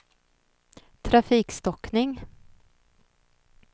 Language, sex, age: Swedish, female, 39